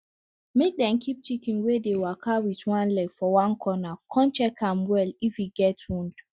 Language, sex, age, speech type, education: Nigerian Pidgin, female, 30-45, spontaneous, tertiary